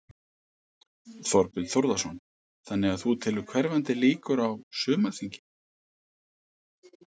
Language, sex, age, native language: Icelandic, male, 50-59, Icelandic